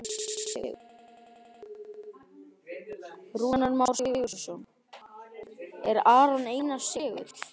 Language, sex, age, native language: Icelandic, male, 12, Icelandic